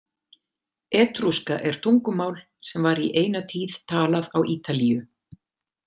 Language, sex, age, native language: Icelandic, female, 50-59, Icelandic